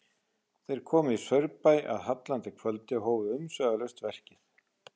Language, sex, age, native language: Icelandic, male, 40-49, Icelandic